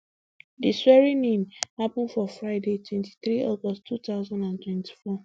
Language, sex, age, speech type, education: Nigerian Pidgin, female, 15-29, spontaneous, tertiary